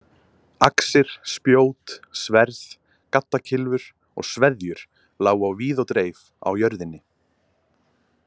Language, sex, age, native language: Icelandic, male, 20-29, Icelandic